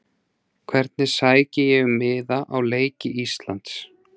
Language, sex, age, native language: Icelandic, male, 30-39, Icelandic